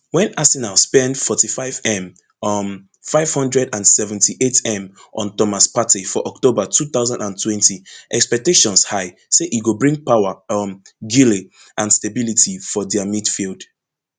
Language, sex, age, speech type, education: Nigerian Pidgin, male, 15-29, spontaneous, tertiary